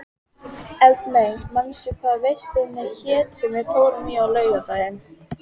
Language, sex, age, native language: Icelandic, female, 14, Icelandic